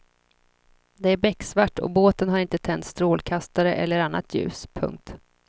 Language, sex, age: Swedish, female, 26